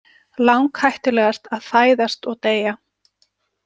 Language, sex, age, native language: Icelandic, female, 40-49, Icelandic